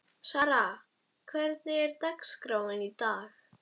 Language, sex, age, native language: Icelandic, female, 12, Icelandic